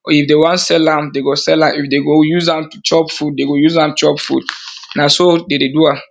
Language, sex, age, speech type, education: Nigerian Pidgin, male, 30-45, spontaneous, tertiary